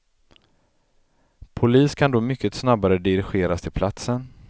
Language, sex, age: Swedish, male, 35